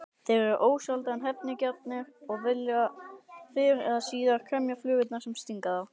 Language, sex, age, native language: Icelandic, male, 18-19, Icelandic